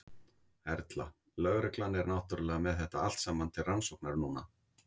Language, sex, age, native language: Icelandic, male, 50-59, Icelandic